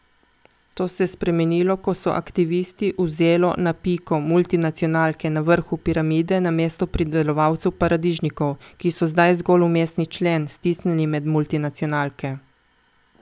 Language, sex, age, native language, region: Slovenian, female, 50-59, Slovenian, Coastal Karst region